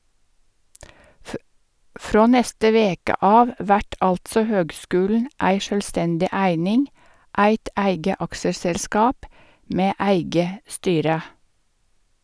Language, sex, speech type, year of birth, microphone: Norwegian, female, read, 1952, Sennheiser